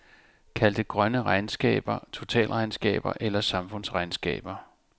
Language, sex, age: Danish, male, 34